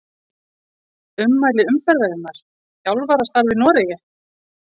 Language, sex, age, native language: Icelandic, female, 40-49, Icelandic